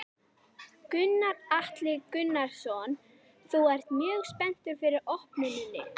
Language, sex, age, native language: Icelandic, female, 11, Icelandic